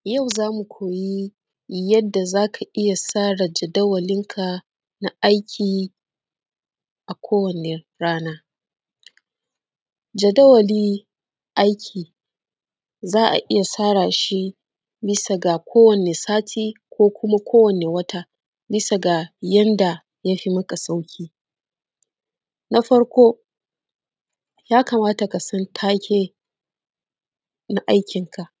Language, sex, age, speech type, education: Hausa, female, 30-45, spontaneous, secondary